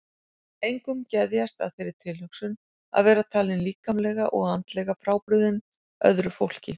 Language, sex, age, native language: Icelandic, female, 40-49, Icelandic